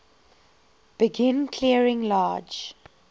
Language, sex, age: English, female, 21